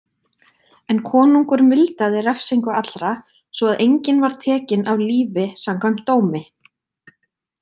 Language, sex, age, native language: Icelandic, female, 20-29, Icelandic